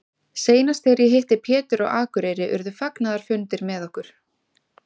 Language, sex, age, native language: Icelandic, female, 20-29, Icelandic